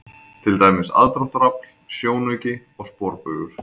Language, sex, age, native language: Icelandic, male, 20-29, Icelandic